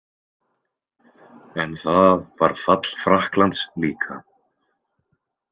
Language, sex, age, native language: Icelandic, male, 20-29, Icelandic